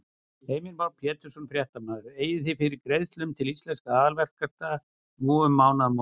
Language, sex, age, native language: Icelandic, male, 60-69, Icelandic